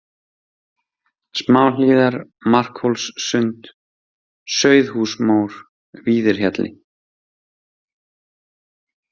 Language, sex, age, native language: Icelandic, male, 30-39, Icelandic